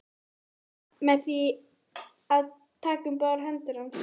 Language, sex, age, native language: Icelandic, female, 13, Icelandic